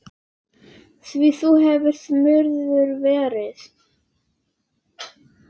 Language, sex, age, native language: Icelandic, female, 10, Icelandic